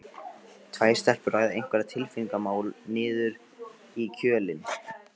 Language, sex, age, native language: Icelandic, male, 15, Icelandic